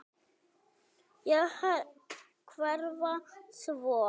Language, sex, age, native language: Icelandic, female, 9, Icelandic